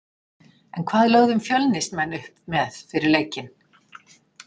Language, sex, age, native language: Icelandic, female, 60-69, Icelandic